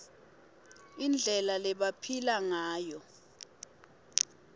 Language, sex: Swati, female